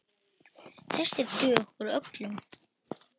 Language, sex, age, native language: Icelandic, male, 8, Icelandic